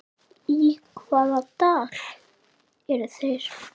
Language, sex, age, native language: Icelandic, male, 8, Icelandic